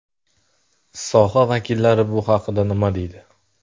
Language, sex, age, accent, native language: Uzbek, male, 25-34, Jizzax, Uzbek